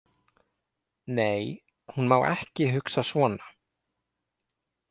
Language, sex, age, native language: Icelandic, male, 20-29, Icelandic